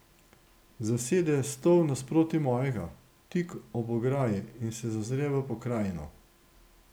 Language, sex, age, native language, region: Slovenian, male, 60+, Slovenian, Gorenjska region